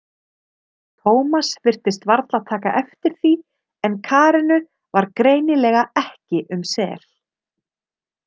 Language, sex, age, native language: Icelandic, female, 30-39, Icelandic